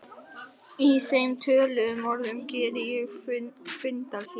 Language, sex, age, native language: Icelandic, male, 11, Icelandic